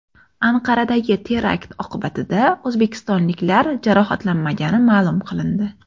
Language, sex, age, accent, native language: Uzbek, female, 18-24, Toshkent shahri, Uzbek